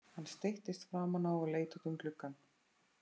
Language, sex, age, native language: Icelandic, female, 30-39, Icelandic